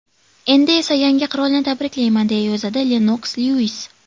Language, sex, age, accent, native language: Uzbek, female, 18-24, Toshkent shahri, Uzbek